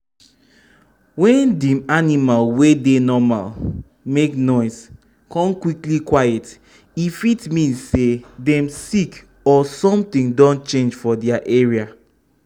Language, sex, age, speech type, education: Nigerian Pidgin, male, 15-29, spontaneous, tertiary